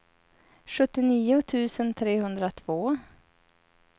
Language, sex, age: Swedish, female, 30